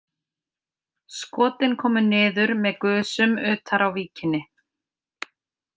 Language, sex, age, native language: Icelandic, female, 50-59, Icelandic